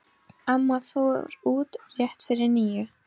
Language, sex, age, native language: Icelandic, female, 12, Icelandic